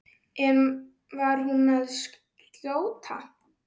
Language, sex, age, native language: Icelandic, female, 10, Icelandic